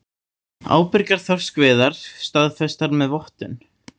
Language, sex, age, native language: Icelandic, male, 18-19, Icelandic